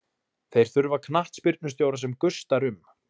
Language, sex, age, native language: Icelandic, male, 20-29, Icelandic